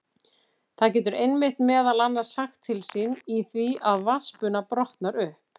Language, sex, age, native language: Icelandic, female, 50-59, Icelandic